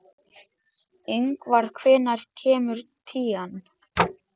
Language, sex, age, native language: Icelandic, male, 13, Icelandic